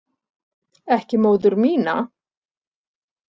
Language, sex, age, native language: Icelandic, female, 40-49, Icelandic